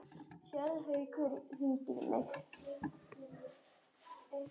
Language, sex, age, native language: Icelandic, male, 6, Icelandic